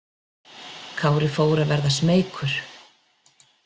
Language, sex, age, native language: Icelandic, female, 40-49, Icelandic